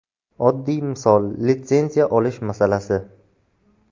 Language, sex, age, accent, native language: Uzbek, male, 18-24, Buxoro, Uzbek